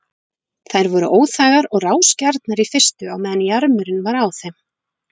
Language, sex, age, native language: Icelandic, female, 40-49, Icelandic